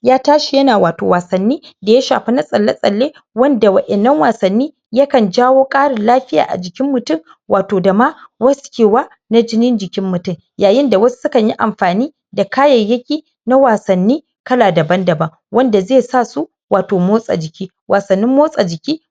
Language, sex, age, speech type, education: Hausa, female, 46-60, spontaneous, tertiary